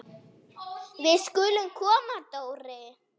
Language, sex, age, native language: Icelandic, male, 10, Icelandic